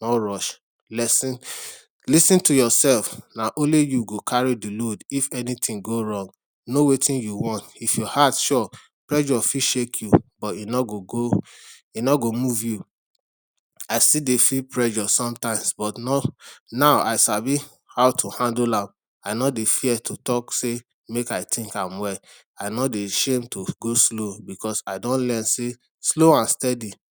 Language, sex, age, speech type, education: Nigerian Pidgin, male, 30-45, spontaneous, tertiary